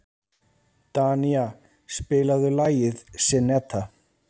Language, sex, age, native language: Icelandic, male, 30-39, Icelandic